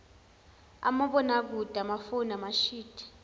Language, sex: Zulu, female